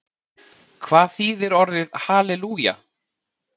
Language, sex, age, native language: Icelandic, male, 40-49, Icelandic